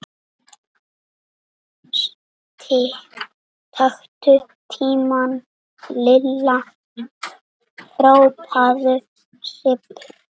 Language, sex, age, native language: Icelandic, other, 6, Icelandic